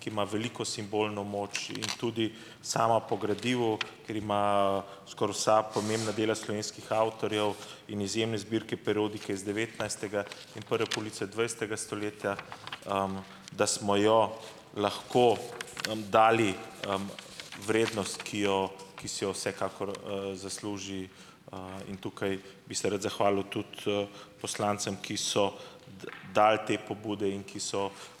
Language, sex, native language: Slovenian, male, Slovenian